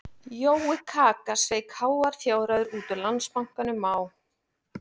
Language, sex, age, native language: Icelandic, female, 40-49, Icelandic